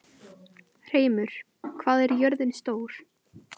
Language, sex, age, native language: Icelandic, female, 18-19, Icelandic